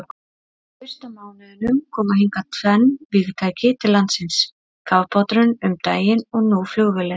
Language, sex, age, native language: Icelandic, female, 30-39, Icelandic